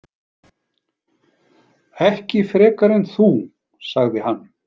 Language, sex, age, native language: Icelandic, male, 40-49, Icelandic